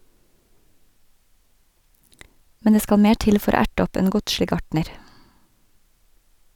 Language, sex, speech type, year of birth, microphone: Norwegian, female, read, 1982, Sennheiser